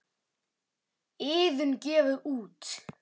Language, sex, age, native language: Icelandic, male, 9, Icelandic